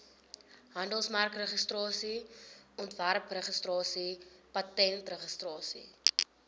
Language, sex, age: Afrikaans, female, 22